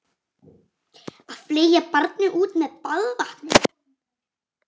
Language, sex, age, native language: Icelandic, female, 40-49, Icelandic